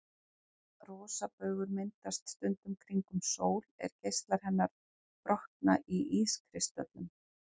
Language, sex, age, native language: Icelandic, female, 40-49, Icelandic